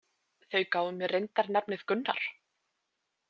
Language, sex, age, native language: Icelandic, female, 20-29, Icelandic